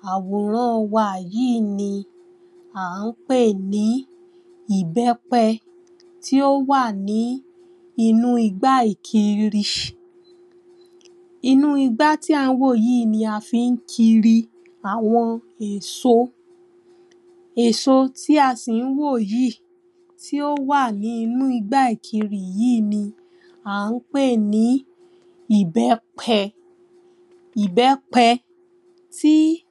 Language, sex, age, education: Yoruba, female, 15-29, primary